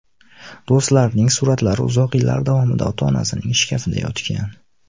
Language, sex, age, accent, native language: Uzbek, male, 19-29, Namangan, Uzbek